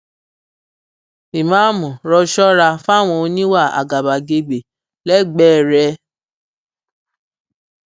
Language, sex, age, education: Yoruba, female, 30-45, tertiary